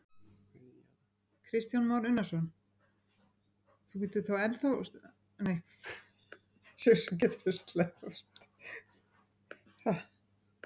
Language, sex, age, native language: Icelandic, female, 50-59, Icelandic